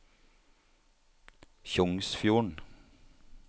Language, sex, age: Norwegian, male, 30